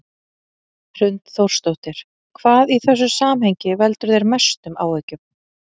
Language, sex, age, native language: Icelandic, female, 40-49, Icelandic